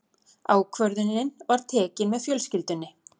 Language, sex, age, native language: Icelandic, female, 40-49, Icelandic